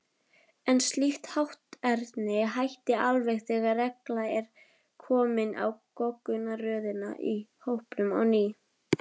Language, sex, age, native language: Icelandic, female, 20-29, Icelandic